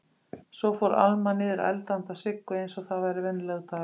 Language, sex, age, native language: Icelandic, female, 50-59, Icelandic